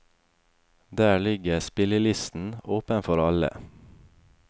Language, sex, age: Norwegian, male, 28